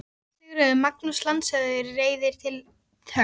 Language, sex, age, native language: Icelandic, female, 13, Icelandic